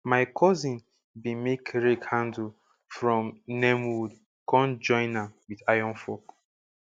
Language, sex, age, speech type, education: Nigerian Pidgin, male, 15-29, spontaneous, secondary